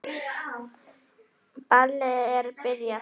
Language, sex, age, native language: Icelandic, female, 9, Icelandic